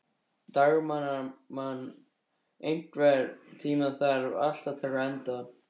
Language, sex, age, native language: Icelandic, male, 13, Icelandic